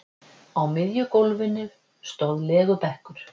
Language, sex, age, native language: Icelandic, female, 50-59, Icelandic